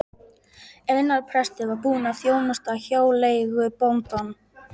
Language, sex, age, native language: Icelandic, male, 11, Polish